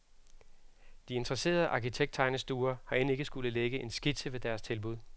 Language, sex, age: Danish, male, 36